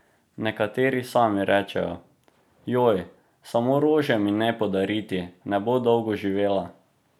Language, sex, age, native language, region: Slovenian, male, 18-29, Slovenian, Drava region